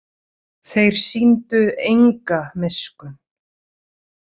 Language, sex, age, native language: Icelandic, female, 30-39, Icelandic